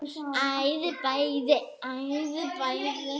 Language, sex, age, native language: Icelandic, female, 9, Icelandic